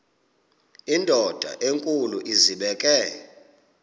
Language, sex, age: Xhosa, male, 26